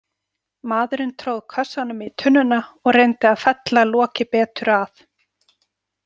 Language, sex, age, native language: Icelandic, female, 40-49, Icelandic